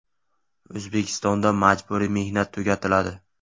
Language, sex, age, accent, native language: Uzbek, male, 18-24, Samarqand, Uzbek